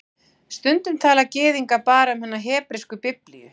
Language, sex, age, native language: Icelandic, female, 40-49, Icelandic